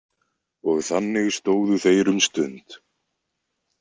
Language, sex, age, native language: Icelandic, male, 20-29, Icelandic